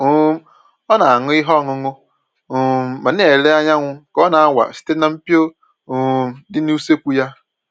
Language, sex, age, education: Igbo, male, 15-29, tertiary